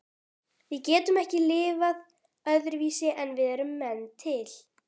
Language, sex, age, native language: Icelandic, female, 12, Icelandic